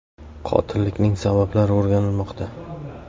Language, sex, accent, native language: Uzbek, male, Samarqand, Uzbek